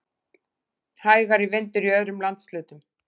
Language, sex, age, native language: Icelandic, female, 40-49, Icelandic